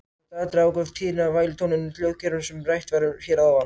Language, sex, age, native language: Icelandic, other, 18-19, Icelandic